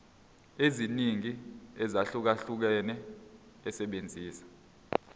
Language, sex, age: Zulu, male, 22